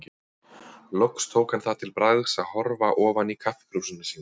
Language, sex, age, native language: Icelandic, male, 30-39, Icelandic